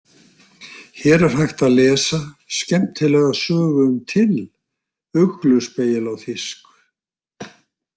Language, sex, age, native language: Icelandic, male, 60-69, Icelandic